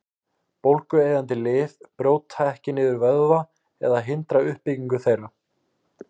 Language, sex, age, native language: Icelandic, male, 18-19, Icelandic